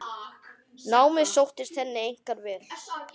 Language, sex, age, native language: Icelandic, male, 10, Icelandic